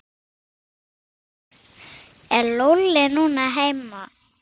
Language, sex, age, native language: Icelandic, female, 6, Icelandic